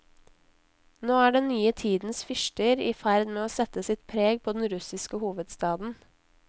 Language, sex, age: Norwegian, female, 19